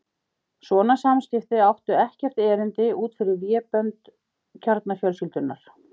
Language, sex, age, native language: Icelandic, female, 50-59, Icelandic